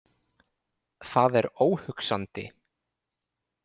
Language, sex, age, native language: Icelandic, male, 20-29, Icelandic